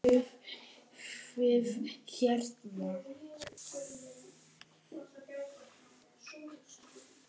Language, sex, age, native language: Icelandic, female, 9, Icelandic